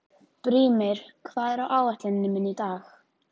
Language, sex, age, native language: Icelandic, female, 14, Icelandic